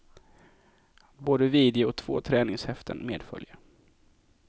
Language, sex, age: Swedish, male, 24